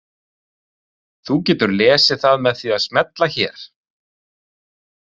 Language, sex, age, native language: Icelandic, male, 30-39, Icelandic